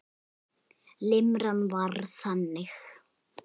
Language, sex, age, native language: Icelandic, female, 8, Icelandic